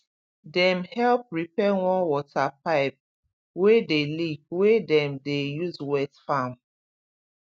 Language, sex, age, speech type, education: Nigerian Pidgin, female, 30-45, spontaneous, tertiary